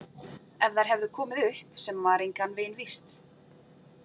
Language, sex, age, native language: Icelandic, female, 40-49, Icelandic